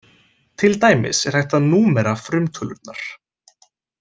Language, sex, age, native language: Icelandic, male, 20-29, Icelandic